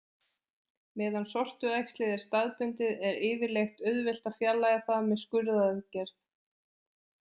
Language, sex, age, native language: Icelandic, female, 20-29, Icelandic